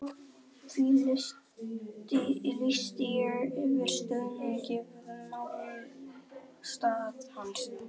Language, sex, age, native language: Icelandic, male, 11, Icelandic